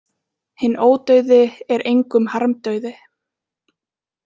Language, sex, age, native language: Icelandic, female, 20-29, Icelandic